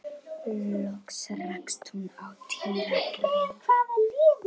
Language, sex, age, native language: Icelandic, female, 11, Icelandic